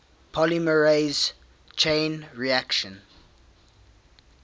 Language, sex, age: English, male, 18